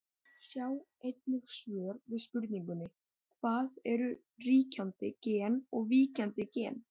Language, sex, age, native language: Icelandic, male, 18-19, Icelandic